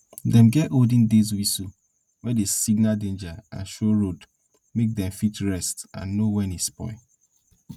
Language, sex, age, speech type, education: Nigerian Pidgin, male, 15-29, spontaneous, tertiary